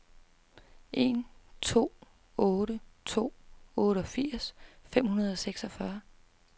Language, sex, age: Danish, female, 32